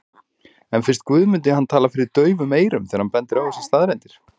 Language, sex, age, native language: Icelandic, male, 40-49, Icelandic